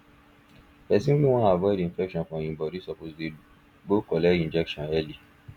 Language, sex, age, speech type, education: Nigerian Pidgin, male, 15-29, spontaneous, tertiary